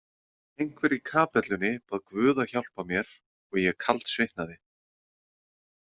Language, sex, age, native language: Icelandic, male, 30-39, Icelandic